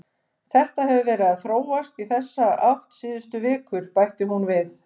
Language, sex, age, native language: Icelandic, female, 50-59, Icelandic